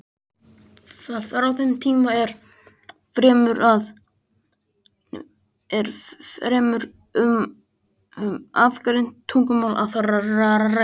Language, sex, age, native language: Icelandic, male, 20-29, Icelandic